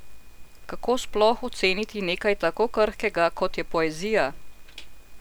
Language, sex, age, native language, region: Slovenian, female, 50-59, Slovenian, Central Slovenia